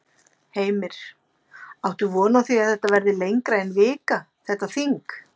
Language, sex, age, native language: Icelandic, female, 50-59, Icelandic